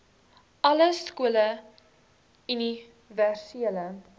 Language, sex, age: Afrikaans, female, 19